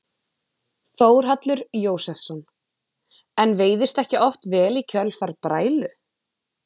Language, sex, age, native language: Icelandic, female, 20-29, Icelandic